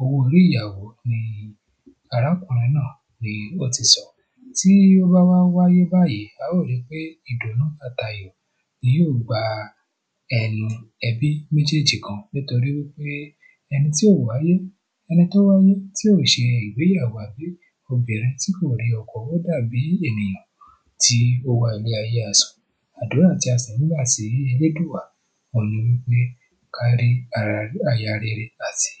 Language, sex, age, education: Yoruba, male, 15-29, tertiary